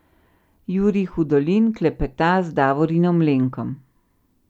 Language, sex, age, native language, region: Slovenian, female, 50-59, Slovenian, Central Slovenia